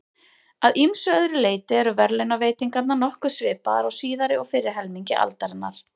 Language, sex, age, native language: Icelandic, female, 30-39, Icelandic